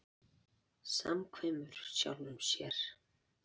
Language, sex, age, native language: Icelandic, female, 40-49, Icelandic